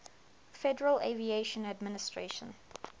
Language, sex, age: English, female, 21